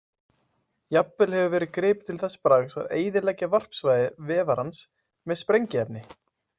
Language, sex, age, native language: Icelandic, male, 20-29, Icelandic